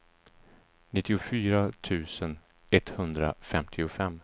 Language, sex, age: Swedish, male, 34